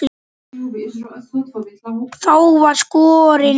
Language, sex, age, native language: Icelandic, male, 9, Icelandic